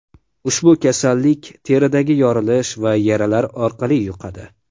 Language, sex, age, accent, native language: Uzbek, male, 18-24, Farg'ona, Uzbek